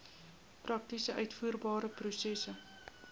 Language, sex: Afrikaans, female